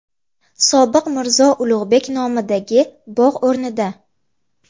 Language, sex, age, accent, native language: Uzbek, female, 18-24, Namangan, Uzbek